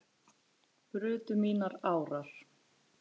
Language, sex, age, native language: Icelandic, female, 8, Icelandic